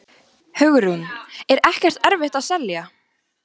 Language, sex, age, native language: Icelandic, female, 14, Icelandic